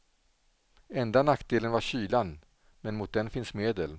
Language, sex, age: Swedish, male, 47